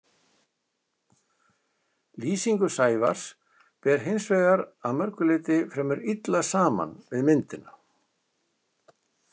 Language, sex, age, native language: Icelandic, male, 60-69, Icelandic